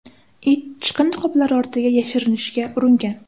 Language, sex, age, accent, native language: Uzbek, female, 18-24, Toshkent shahri, Uzbek